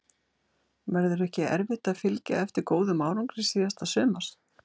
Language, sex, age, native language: Icelandic, female, 60-69, Icelandic